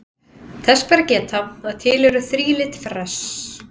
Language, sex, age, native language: Icelandic, female, 30-39, Icelandic